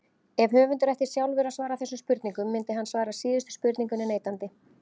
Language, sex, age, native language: Icelandic, female, 30-39, Icelandic